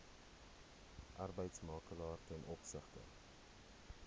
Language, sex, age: Afrikaans, male, 21